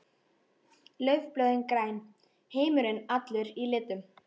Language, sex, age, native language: Icelandic, female, 13, Icelandic